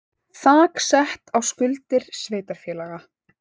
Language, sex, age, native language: Icelandic, female, 18-19, Icelandic